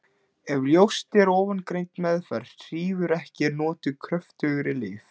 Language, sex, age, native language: Icelandic, male, 16, Icelandic